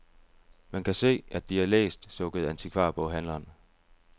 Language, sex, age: Danish, male, 30